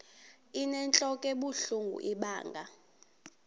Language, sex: Xhosa, female